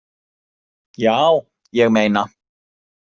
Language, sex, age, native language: Icelandic, male, 40-49, Icelandic